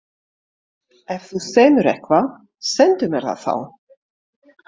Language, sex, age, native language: Icelandic, female, 50-59, French